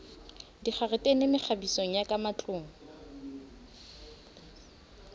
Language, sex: Southern Sotho, female